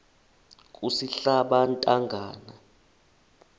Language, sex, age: South Ndebele, male, 21